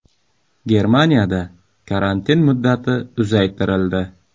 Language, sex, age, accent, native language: Uzbek, male, 35+, Samarqand, Uzbek